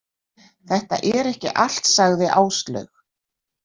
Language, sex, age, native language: Icelandic, female, 60-69, Icelandic